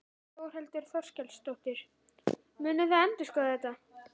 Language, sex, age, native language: Icelandic, male, 14, Icelandic